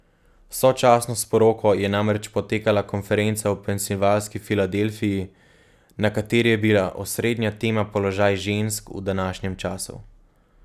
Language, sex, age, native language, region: Slovenian, male, 18-29, Slovenian, Gorenjska region